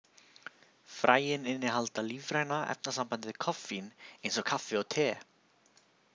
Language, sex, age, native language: Icelandic, male, 20-29, Icelandic